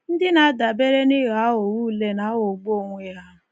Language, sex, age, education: Igbo, female, 15-29, tertiary